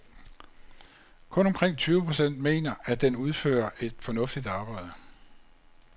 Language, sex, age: Danish, male, 56